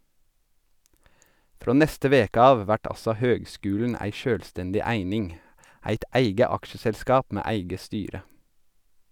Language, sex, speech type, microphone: Norwegian, male, read, Sennheiser